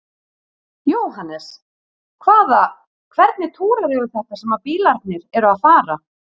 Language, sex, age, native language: Icelandic, female, 40-49, Icelandic